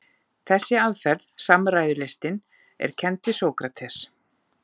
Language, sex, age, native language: Icelandic, female, 40-49, Icelandic